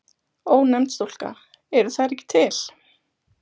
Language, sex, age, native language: Icelandic, female, 20-29, Icelandic